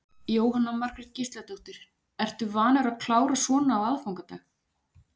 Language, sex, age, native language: Icelandic, female, 40-49, Icelandic